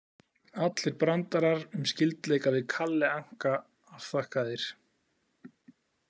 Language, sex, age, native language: Icelandic, male, 40-49, Icelandic